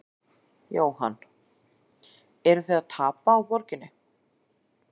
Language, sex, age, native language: Icelandic, female, 40-49, Icelandic